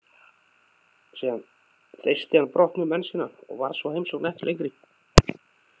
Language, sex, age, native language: Icelandic, male, 30-39, Icelandic